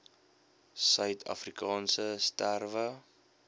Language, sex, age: Afrikaans, male, 21